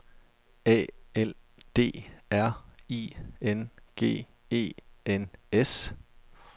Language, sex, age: Danish, male, 32